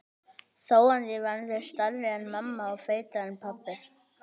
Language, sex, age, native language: Icelandic, male, 18-19, Icelandic